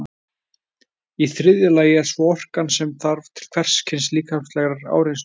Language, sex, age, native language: Icelandic, male, 20-29, Icelandic